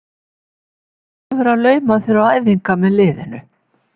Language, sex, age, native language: Icelandic, female, 70-79, Icelandic